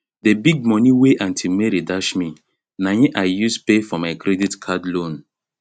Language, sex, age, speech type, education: Nigerian Pidgin, male, 30-45, spontaneous, tertiary